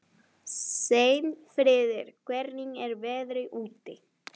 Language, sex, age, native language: Icelandic, female, 11, Spanish